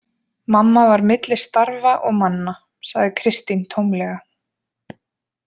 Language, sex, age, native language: Icelandic, female, 20-29, Icelandic